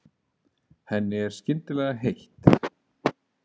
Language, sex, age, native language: Icelandic, male, 40-49, Icelandic